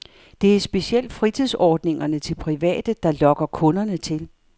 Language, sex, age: Danish, female, 58